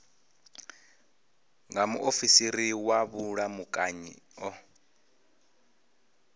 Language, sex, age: Venda, male, 25